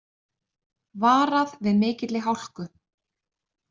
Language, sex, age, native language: Icelandic, female, 30-39, Icelandic